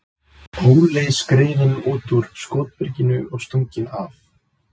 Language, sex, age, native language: Icelandic, male, 20-29, Icelandic